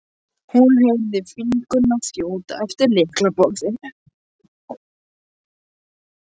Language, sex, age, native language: Icelandic, male, 20-29, English